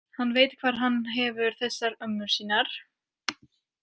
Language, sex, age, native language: Icelandic, female, 18-19, French